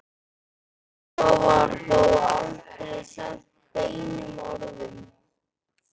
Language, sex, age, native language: Icelandic, male, 13, Icelandic